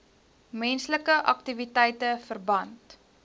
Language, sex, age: Afrikaans, female, 19